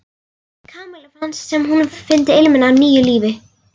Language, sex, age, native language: Icelandic, female, 11, Icelandic